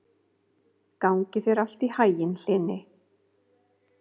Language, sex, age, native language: Icelandic, female, 50-59, Icelandic